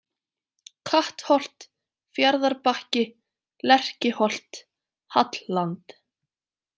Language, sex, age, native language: Icelandic, female, 20-29, Icelandic